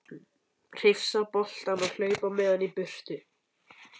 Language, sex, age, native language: Icelandic, male, 11, Icelandic